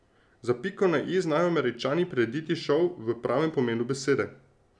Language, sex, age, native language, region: Slovenian, male, 30-49, Slovenian, Drava region